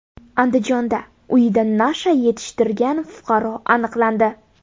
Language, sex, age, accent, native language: Uzbek, female, 18-24, Buxoro, Uzbek